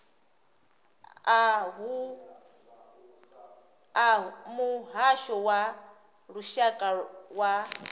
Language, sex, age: Venda, female, 26